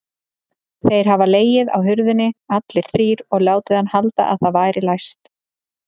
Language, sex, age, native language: Icelandic, female, 30-39, Icelandic